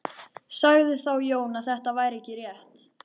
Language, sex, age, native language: Icelandic, female, 13, Icelandic